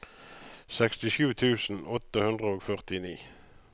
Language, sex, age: Norwegian, male, 35